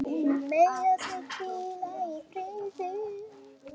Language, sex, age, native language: Icelandic, female, 9, Icelandic